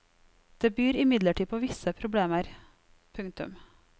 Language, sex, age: Norwegian, female, 34